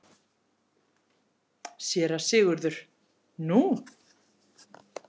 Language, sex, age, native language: Icelandic, female, 40-49, Icelandic